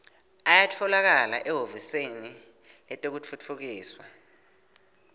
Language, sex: Swati, male